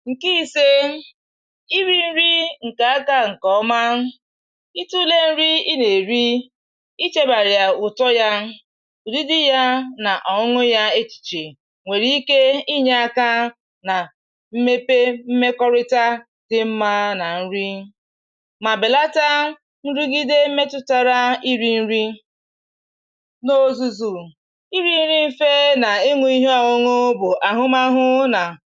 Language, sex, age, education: Igbo, female, 15-29, tertiary